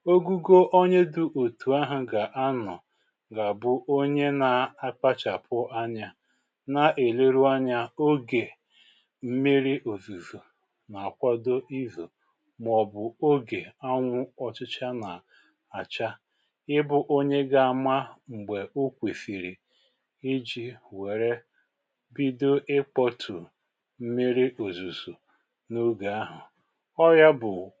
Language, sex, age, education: Igbo, male, 46-60, tertiary